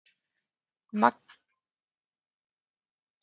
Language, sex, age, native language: Icelandic, female, 30-39, Icelandic